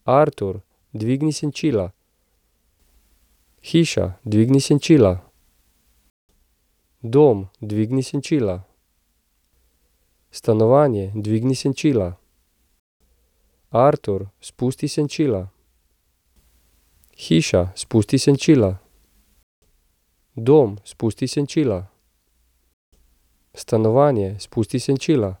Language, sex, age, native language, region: Slovenian, male, 30-49, Slovenian, Central Slovenia